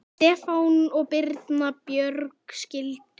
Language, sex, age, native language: Icelandic, male, 10, Icelandic